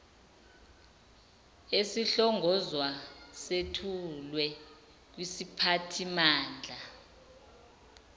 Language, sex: Zulu, female